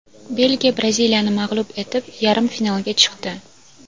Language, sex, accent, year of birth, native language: Uzbek, female, Toshkent viloyati, 2000, Uzbek